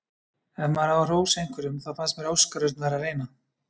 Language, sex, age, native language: Icelandic, male, 30-39, Icelandic